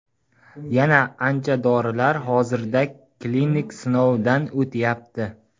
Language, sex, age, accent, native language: Uzbek, male, 18-24, Qashqadaryo, Uzbek